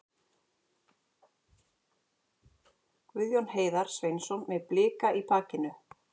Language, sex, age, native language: Icelandic, female, 40-49, Icelandic